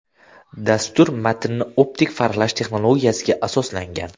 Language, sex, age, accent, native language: Uzbek, male, 18-24, Farg'ona, Uzbek